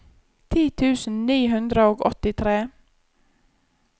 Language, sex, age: Norwegian, female, 34